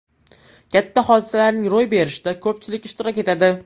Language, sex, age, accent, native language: Uzbek, male, 12-17, Farg'ona, Uzbek